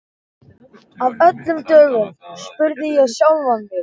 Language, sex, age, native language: Icelandic, male, 11, Icelandic